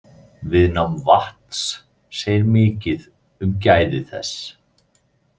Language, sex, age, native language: Icelandic, male, 30-39, Icelandic